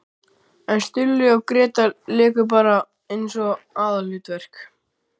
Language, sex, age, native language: Icelandic, male, 12, Icelandic